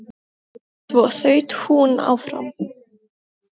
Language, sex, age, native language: Icelandic, female, 7, Icelandic